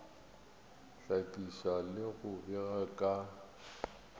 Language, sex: Northern Sotho, male